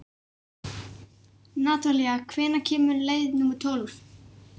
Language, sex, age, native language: Icelandic, male, 11, Icelandic